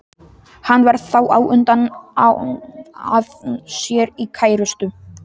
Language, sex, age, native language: Icelandic, male, 18-19, Polish